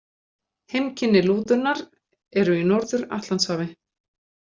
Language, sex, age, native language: Icelandic, female, 20-29, Icelandic